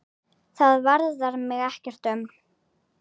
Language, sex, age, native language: Icelandic, female, 9, Icelandic